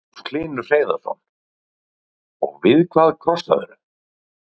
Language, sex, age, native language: Icelandic, male, 40-49, Icelandic